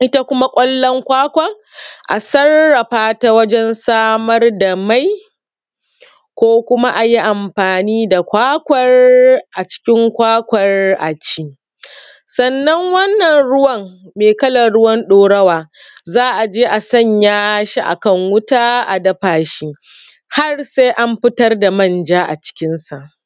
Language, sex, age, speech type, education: Hausa, female, 30-45, spontaneous, secondary